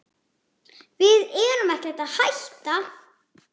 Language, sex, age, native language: Icelandic, male, 8, Icelandic